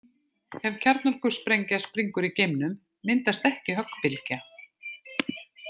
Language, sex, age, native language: Icelandic, female, 50-59, Icelandic